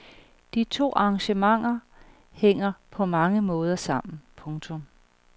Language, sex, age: Danish, female, 38